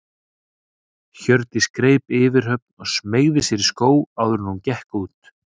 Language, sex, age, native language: Icelandic, male, 30-39, Icelandic